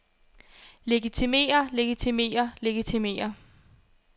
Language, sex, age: Danish, female, 22